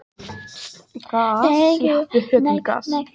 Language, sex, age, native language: Icelandic, female, 20-29, Icelandic